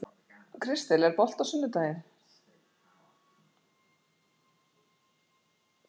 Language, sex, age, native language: Icelandic, female, 60-69, Icelandic